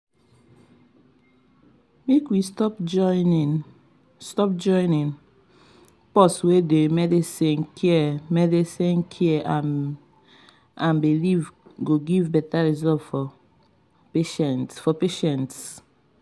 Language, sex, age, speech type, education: Nigerian Pidgin, female, 15-29, spontaneous, tertiary